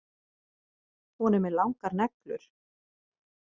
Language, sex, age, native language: Icelandic, female, 50-59, Icelandic